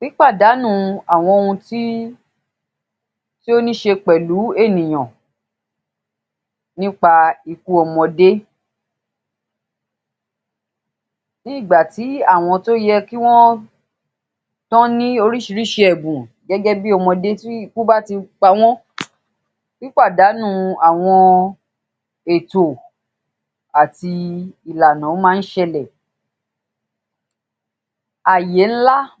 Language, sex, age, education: Yoruba, female, 30-45, tertiary